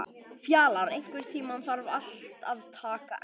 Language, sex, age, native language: Icelandic, male, 18-19, Icelandic